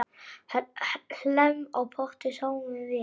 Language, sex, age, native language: Icelandic, male, 10, Icelandic